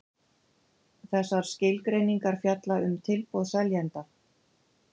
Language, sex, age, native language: Icelandic, female, 50-59, Icelandic